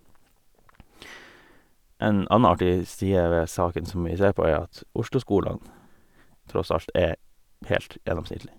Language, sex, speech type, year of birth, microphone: Norwegian, male, spontaneous, 1988, Sennheiser